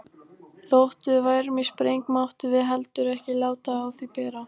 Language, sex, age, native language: Icelandic, female, 18-19, Icelandic